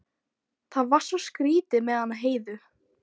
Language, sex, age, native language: Icelandic, female, 12, Icelandic